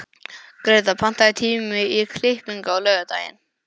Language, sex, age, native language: Icelandic, male, 11, English